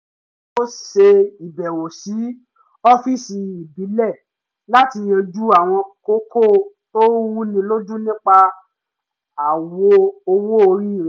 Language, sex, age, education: Yoruba, male, 15-29, tertiary